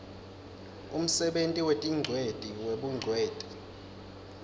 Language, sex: Swati, male